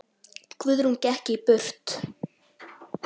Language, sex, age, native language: Icelandic, female, 10, Icelandic